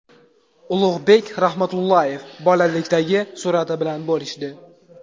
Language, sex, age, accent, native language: Uzbek, male, under 19, Qashqadaryo, Uzbek